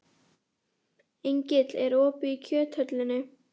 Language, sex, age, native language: Icelandic, female, 11, Icelandic